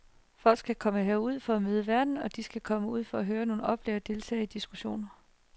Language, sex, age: Danish, female, 30